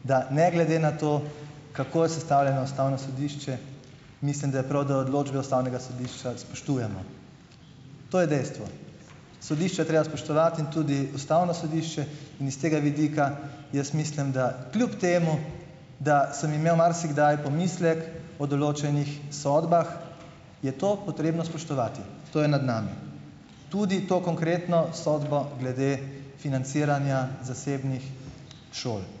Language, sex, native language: Slovenian, male, Slovenian